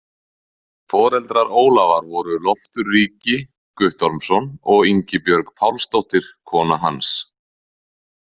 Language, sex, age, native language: Icelandic, male, 30-39, Icelandic